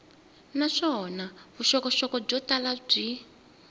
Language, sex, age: Tsonga, female, 20